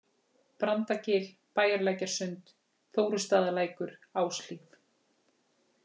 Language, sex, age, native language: Icelandic, female, 40-49, Icelandic